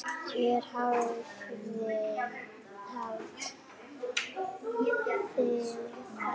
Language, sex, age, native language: Icelandic, female, 8, Icelandic